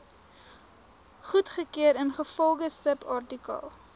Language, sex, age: Afrikaans, female, 19